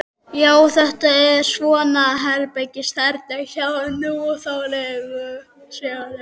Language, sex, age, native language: Icelandic, male, 12, Icelandic